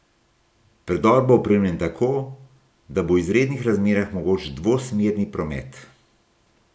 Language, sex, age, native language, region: Slovenian, male, 60+, Slovenian, Gorenjska region